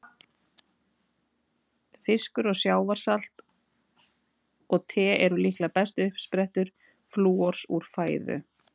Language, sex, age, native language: Icelandic, female, 40-49, Icelandic